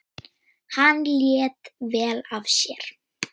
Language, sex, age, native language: Icelandic, female, 10, Icelandic